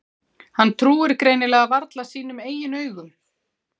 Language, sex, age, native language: Icelandic, female, 40-49, Icelandic